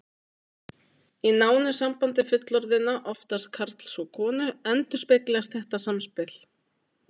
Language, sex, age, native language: Icelandic, female, 20-29, Icelandic